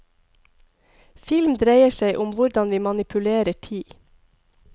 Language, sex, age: Norwegian, female, 42